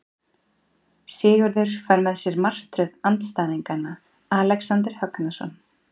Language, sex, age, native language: Icelandic, female, 40-49, Icelandic